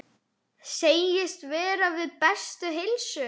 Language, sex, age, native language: Icelandic, male, 9, Icelandic